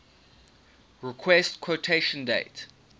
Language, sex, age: English, male, 19